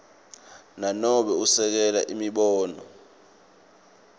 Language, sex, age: Swati, male, 24